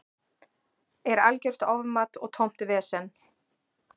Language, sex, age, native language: Icelandic, female, 40-49, Icelandic